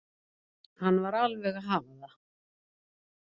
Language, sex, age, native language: Icelandic, female, 50-59, Icelandic